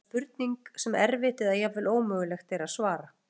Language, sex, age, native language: Icelandic, female, 40-49, Icelandic